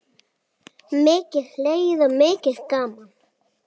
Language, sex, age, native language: Icelandic, female, 7, Icelandic